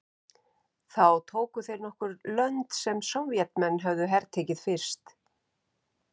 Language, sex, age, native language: Icelandic, female, 50-59, Icelandic